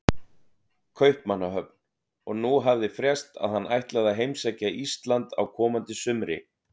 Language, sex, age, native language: Icelandic, male, 30-39, Icelandic